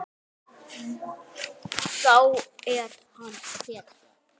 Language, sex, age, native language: Icelandic, male, 8, Icelandic